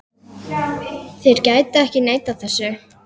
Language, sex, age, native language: Icelandic, female, 8, Icelandic